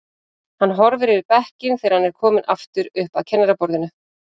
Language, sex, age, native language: Icelandic, female, 40-49, Icelandic